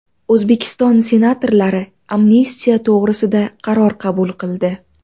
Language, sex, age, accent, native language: Uzbek, female, 19-29, Navoiy, Uzbek